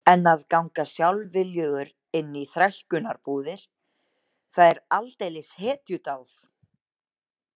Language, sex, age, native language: Icelandic, male, 18-19, Icelandic